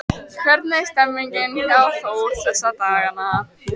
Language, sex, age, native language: Icelandic, female, 14, Icelandic